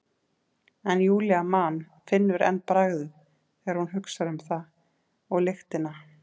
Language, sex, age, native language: Icelandic, female, 30-39, Icelandic